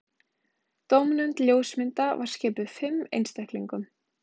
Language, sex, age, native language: Icelandic, female, 20-29, Icelandic